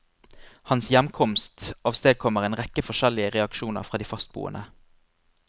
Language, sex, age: Norwegian, male, 25